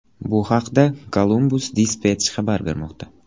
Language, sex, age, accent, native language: Uzbek, male, 18-24, Buxoro, Uzbek